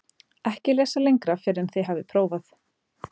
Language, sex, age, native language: Icelandic, female, 30-39, Icelandic